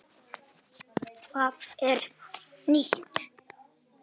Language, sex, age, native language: Icelandic, male, 8, Icelandic